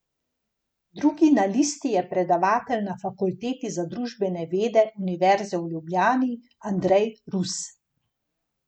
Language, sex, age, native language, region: Slovenian, female, 50-59, Slovenian, Gorenjska region